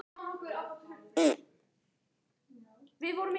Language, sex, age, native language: Icelandic, male, 18-19, Icelandic